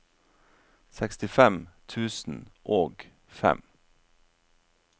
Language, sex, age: Norwegian, male, 47